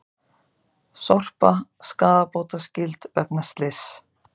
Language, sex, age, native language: Icelandic, female, 50-59, Icelandic